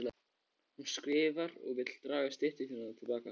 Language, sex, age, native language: Icelandic, male, 14, Icelandic